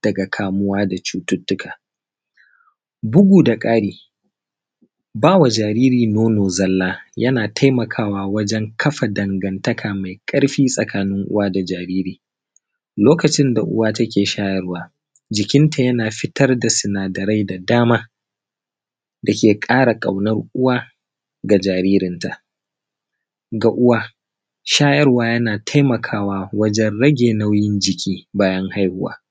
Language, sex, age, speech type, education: Hausa, male, 30-45, spontaneous, primary